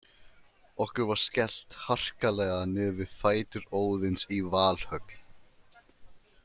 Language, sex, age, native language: Icelandic, male, 20-29, Icelandic